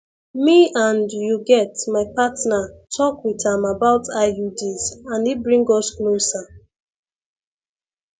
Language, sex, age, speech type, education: Nigerian Pidgin, female, 15-29, spontaneous, secondary